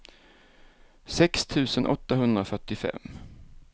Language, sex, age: Swedish, male, 47